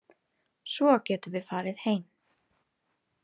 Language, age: Icelandic, 30-39